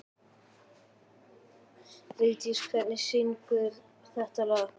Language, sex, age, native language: Icelandic, male, 12, Icelandic